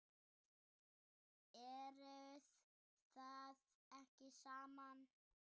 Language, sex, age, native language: Icelandic, male, 8, Icelandic